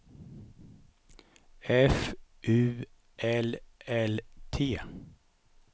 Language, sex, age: Swedish, male, 55